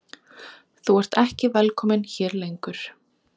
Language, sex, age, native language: Icelandic, female, 20-29, Icelandic